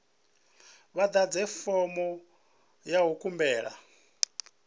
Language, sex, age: Venda, male, 37